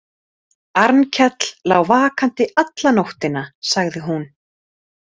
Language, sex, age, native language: Icelandic, female, 30-39, Icelandic